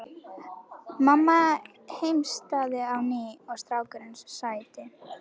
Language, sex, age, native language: Icelandic, female, 11, Icelandic